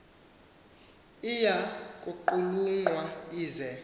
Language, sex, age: Xhosa, male, 18